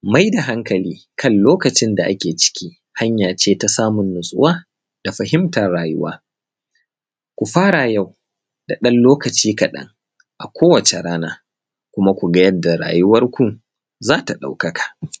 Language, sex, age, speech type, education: Hausa, male, 30-45, spontaneous, primary